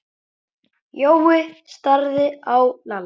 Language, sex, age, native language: Icelandic, male, 9, Icelandic